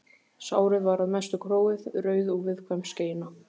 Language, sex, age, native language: Icelandic, male, 15, Icelandic